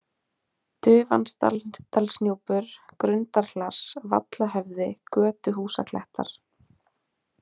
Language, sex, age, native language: Icelandic, female, 20-29, Icelandic